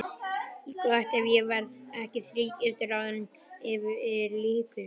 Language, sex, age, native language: Icelandic, male, 11, Icelandic